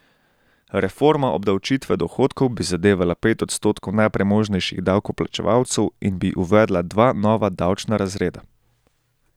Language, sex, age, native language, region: Slovenian, male, 18-29, Slovenian, Central Slovenia